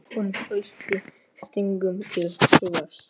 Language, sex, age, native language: Icelandic, male, 8, Polish